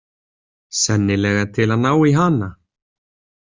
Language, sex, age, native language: Icelandic, male, 20-29, Icelandic